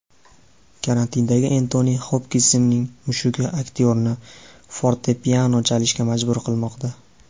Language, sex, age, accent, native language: Uzbek, male, 18-24, Farg'ona, Uzbek